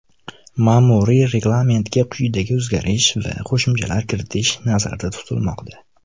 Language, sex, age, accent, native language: Uzbek, male, 19-29, Namangan, Uzbek